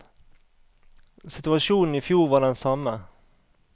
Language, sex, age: Norwegian, male, 38